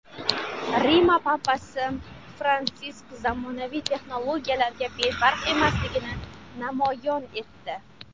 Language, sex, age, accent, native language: Uzbek, female, 19-29, Xorazm, Uzbek